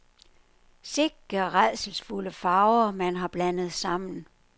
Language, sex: Danish, female